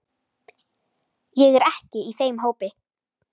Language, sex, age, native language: Icelandic, female, 13, Icelandic